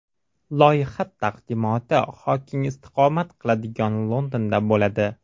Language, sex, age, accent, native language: Uzbek, male, 18-24, Toshkent shahri, Uzbek